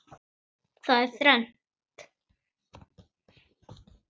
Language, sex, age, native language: Icelandic, male, 9, Icelandic